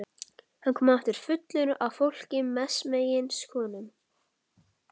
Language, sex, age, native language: Icelandic, male, 11, Icelandic